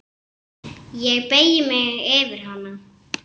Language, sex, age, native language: Icelandic, female, 7, Icelandic